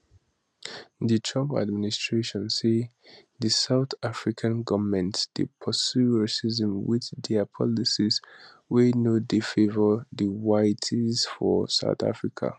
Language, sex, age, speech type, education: Nigerian Pidgin, male, 15-29, spontaneous, tertiary